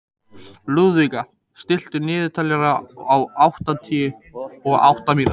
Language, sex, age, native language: Icelandic, male, 18-19, Icelandic